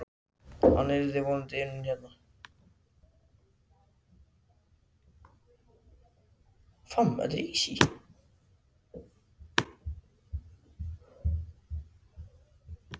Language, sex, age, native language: Icelandic, other, 60-69, Icelandic